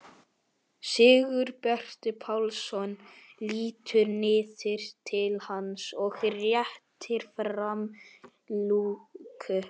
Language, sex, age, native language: Icelandic, male, 12, Icelandic